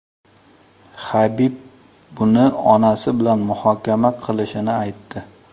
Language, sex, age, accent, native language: Uzbek, male, 35+, Surxondaryo, Uzbek